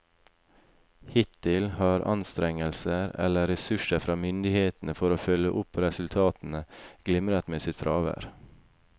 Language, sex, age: Norwegian, male, 28